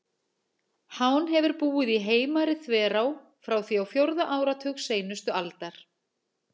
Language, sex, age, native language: Icelandic, female, 40-49, Icelandic